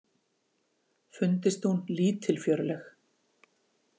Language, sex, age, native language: Icelandic, female, 40-49, Icelandic